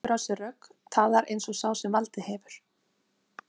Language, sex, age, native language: Icelandic, female, 30-39, Icelandic